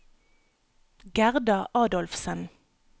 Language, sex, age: Norwegian, female, 37